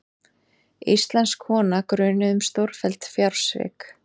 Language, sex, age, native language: Icelandic, female, 30-39, Icelandic